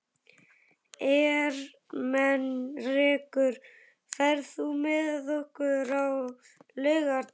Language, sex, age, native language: Icelandic, male, 11, Icelandic